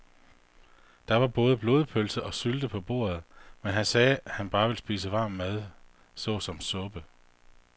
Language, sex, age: Danish, male, 48